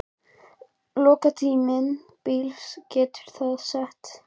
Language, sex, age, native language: Icelandic, female, 11, Icelandic